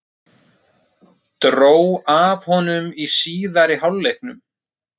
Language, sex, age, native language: Icelandic, male, 30-39, Icelandic